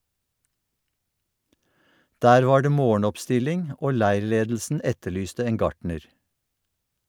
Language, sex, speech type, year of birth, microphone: Norwegian, male, read, 1952, Shure